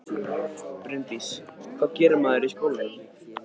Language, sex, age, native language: Icelandic, male, 13, Icelandic